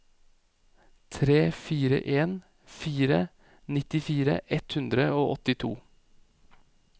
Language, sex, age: Norwegian, male, 28